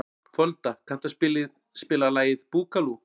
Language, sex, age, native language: Icelandic, male, 40-49, Icelandic